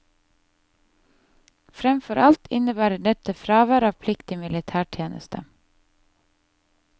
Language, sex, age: Norwegian, female, 30